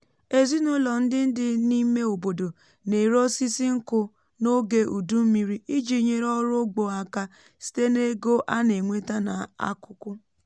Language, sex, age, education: Igbo, female, 15-29, tertiary